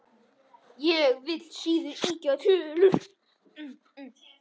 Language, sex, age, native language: Icelandic, male, 10, Icelandic